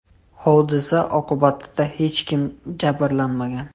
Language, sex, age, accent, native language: Uzbek, male, 18-24, Toshkent shahri, Uzbek